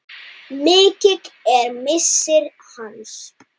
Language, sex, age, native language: Icelandic, male, 9, Icelandic